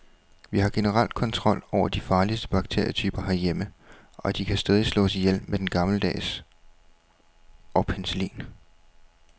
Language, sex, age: Danish, male, 21